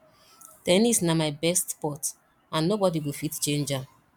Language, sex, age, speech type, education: Nigerian Pidgin, female, 30-45, spontaneous, tertiary